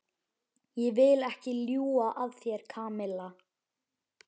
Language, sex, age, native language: Icelandic, male, 11, Icelandic